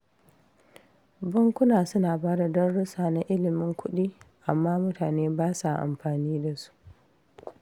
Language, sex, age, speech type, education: Hausa, female, 15-29, read, tertiary